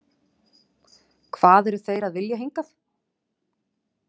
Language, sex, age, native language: Icelandic, female, 40-49, Icelandic